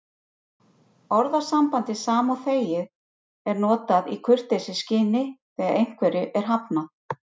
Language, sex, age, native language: Icelandic, female, 50-59, Icelandic